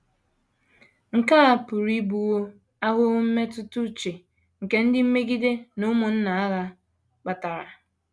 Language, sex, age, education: Igbo, female, 15-29, tertiary